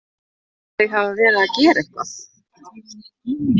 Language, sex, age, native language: Icelandic, female, 20-29, Icelandic